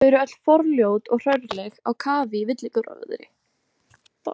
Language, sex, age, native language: Icelandic, female, 18-19, Icelandic